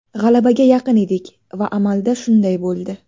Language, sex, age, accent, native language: Uzbek, female, 19-29, Navoiy, Uzbek